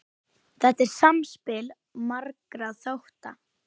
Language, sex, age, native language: Icelandic, female, 10, Icelandic